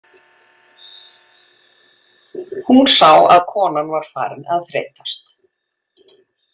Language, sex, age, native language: Icelandic, female, 40-49, Icelandic